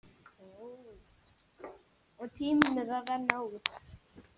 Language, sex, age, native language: Icelandic, male, 10, Icelandic